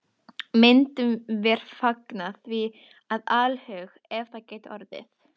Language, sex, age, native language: Icelandic, female, 12, Icelandic